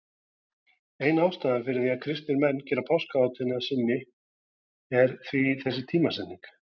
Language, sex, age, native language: Icelandic, male, 40-49, Icelandic